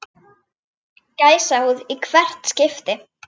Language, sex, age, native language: Icelandic, female, 9, Icelandic